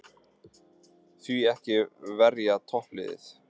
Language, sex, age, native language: Icelandic, male, 20-29, Icelandic